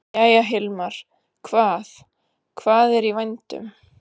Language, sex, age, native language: Icelandic, female, 30-39, Icelandic